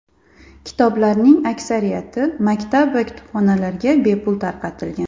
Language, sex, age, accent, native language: Uzbek, female, 25-34, Andijon, Uzbek